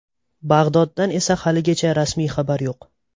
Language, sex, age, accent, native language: Uzbek, male, 18-24, Toshkent viloyati, Uzbek